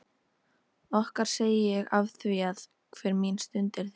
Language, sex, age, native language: Icelandic, female, 13, Icelandic